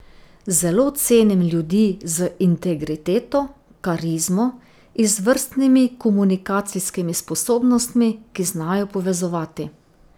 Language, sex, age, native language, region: Slovenian, female, 50-59, Slovenian, Drava region